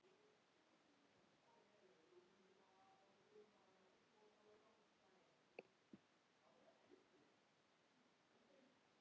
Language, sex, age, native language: Icelandic, female, 10, Icelandic